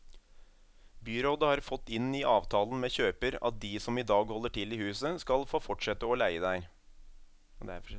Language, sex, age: Norwegian, male, 27